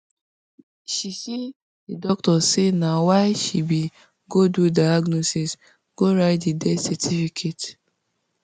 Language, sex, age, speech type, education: Nigerian Pidgin, female, 15-29, spontaneous, tertiary